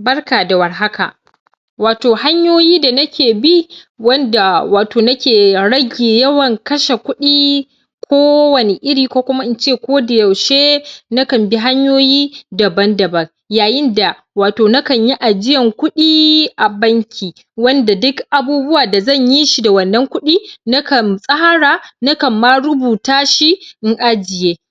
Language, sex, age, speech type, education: Hausa, male, 15-29, spontaneous, primary